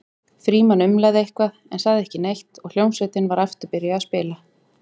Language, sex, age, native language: Icelandic, female, 40-49, Icelandic